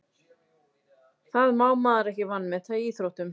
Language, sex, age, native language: Icelandic, female, 30-39, Icelandic